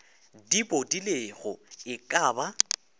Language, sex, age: Northern Sotho, male, 24